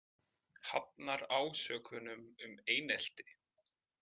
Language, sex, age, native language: Icelandic, male, 20-29, Icelandic